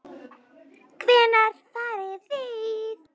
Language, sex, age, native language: Icelandic, female, 9, Icelandic